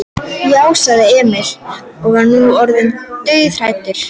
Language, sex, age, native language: Icelandic, female, 12, Icelandic